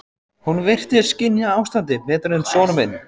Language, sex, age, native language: Icelandic, male, 14, Icelandic